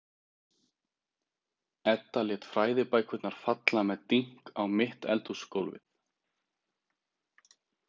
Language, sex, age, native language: Icelandic, male, 30-39, Icelandic